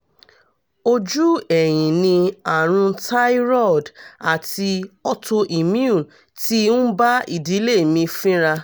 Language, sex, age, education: Yoruba, female, 30-45, tertiary